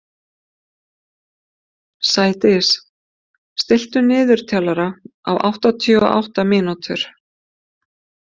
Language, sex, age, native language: Icelandic, female, 50-59, Icelandic